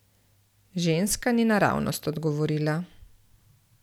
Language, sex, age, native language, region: Slovenian, female, 30-49, Slovenian, Central Slovenia